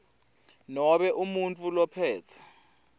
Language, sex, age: Swati, male, 20